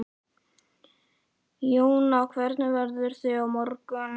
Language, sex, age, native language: Icelandic, male, 11, Icelandic